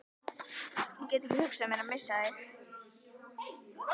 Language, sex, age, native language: Icelandic, female, 11, Icelandic